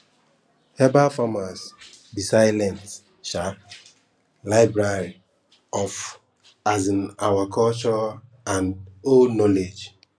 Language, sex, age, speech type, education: Nigerian Pidgin, female, 15-29, spontaneous, tertiary